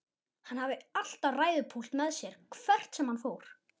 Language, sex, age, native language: Icelandic, male, 11, Icelandic